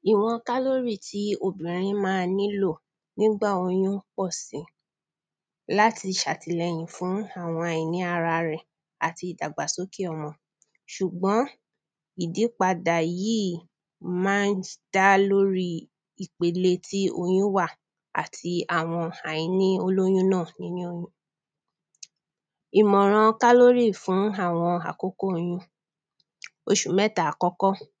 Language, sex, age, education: Yoruba, female, 30-45, primary